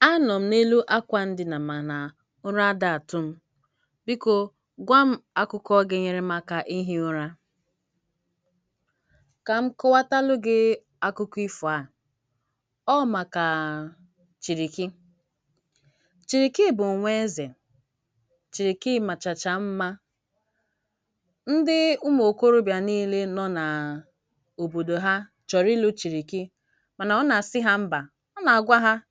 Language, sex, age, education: Igbo, female, 46-60, tertiary